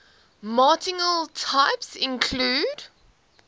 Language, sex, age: English, female, 18